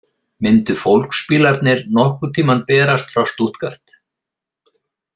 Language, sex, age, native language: Icelandic, male, 50-59, Icelandic